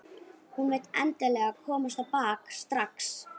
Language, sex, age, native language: Icelandic, female, 11, Icelandic